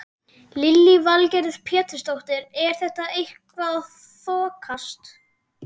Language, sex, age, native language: Icelandic, male, 12, Icelandic